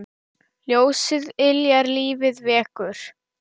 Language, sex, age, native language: Icelandic, female, 10, Icelandic